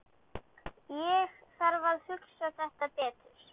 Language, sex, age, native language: Icelandic, female, 12, Icelandic